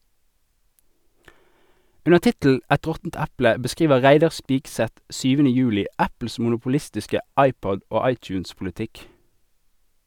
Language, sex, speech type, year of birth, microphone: Norwegian, male, read, 1988, Sennheiser